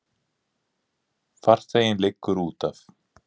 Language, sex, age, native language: Icelandic, male, 30-39, Icelandic